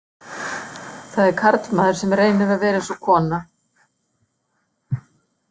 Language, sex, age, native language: Icelandic, female, 60-69, Icelandic